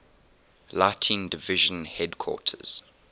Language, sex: English, male